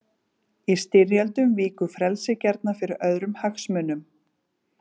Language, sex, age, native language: Icelandic, female, 40-49, Icelandic